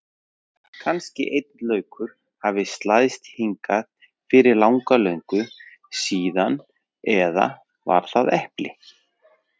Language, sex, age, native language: Icelandic, male, 40-49, Icelandic